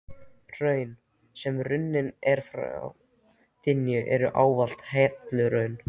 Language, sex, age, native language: Icelandic, male, 13, Icelandic